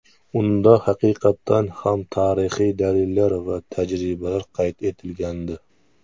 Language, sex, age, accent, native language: Uzbek, male, 19-29, Namangan, Uzbek